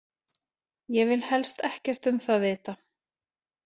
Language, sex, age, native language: Icelandic, female, 40-49, Icelandic